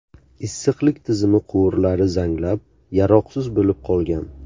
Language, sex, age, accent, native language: Uzbek, male, 18-24, Buxoro, Uzbek